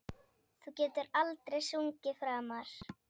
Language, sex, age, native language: Icelandic, female, 7, Icelandic